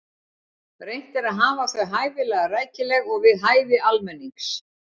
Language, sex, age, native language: Icelandic, female, 60-69, Icelandic